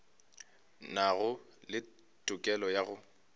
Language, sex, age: Northern Sotho, male, 25